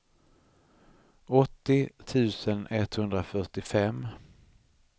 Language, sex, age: Swedish, male, 39